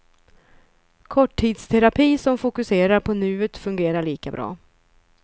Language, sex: Swedish, female